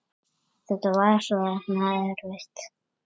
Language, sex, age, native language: Icelandic, male, 7, Icelandic